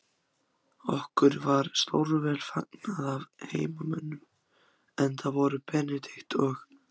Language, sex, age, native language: Icelandic, other, 14, Icelandic